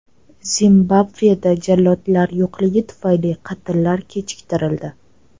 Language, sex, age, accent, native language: Uzbek, female, 18-24, Toshkent shahri, Uzbek